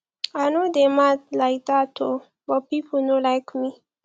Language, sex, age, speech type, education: Nigerian Pidgin, female, 15-29, spontaneous, tertiary